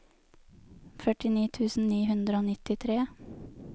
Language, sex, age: Norwegian, female, 23